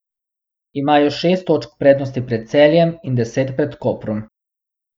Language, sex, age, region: Slovenian, male, 18-29, Abroad